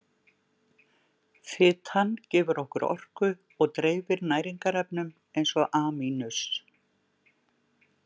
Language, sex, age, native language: Icelandic, female, 60-69, Icelandic